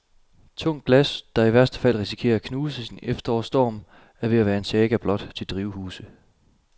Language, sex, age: Danish, male, 27